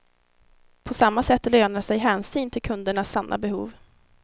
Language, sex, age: Swedish, female, 19